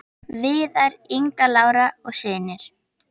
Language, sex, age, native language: Icelandic, female, 10, Icelandic